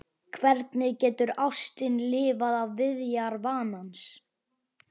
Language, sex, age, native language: Icelandic, male, 11, Icelandic